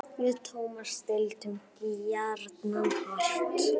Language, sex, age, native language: Icelandic, female, 9, Icelandic